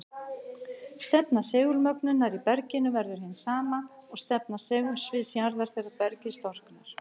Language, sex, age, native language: Icelandic, female, 60-69, Icelandic